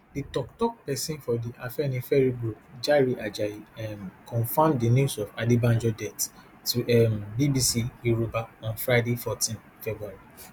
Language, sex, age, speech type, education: Nigerian Pidgin, male, 15-29, spontaneous, tertiary